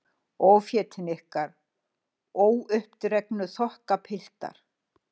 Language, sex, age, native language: Icelandic, female, 60-69, Icelandic